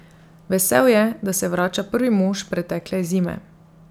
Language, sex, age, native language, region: Slovenian, female, 30-49, Slovenian, Drava region